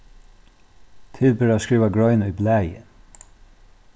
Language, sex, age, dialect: Faroese, male, 36-60, Norðurstreymoy/Eysturoy